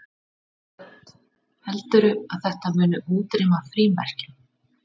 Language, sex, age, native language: Icelandic, female, 30-39, Icelandic